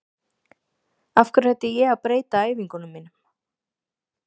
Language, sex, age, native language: Icelandic, female, 30-39, Icelandic